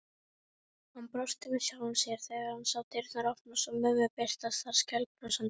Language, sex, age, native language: Icelandic, female, 18-19, Icelandic